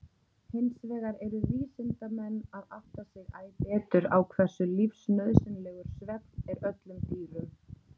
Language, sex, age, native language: Icelandic, female, 30-39, Icelandic